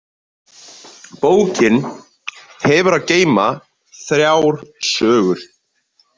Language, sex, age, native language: Icelandic, male, 20-29, Icelandic